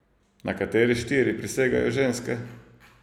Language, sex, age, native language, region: Slovenian, male, 30-49, Slovenian, Savinja region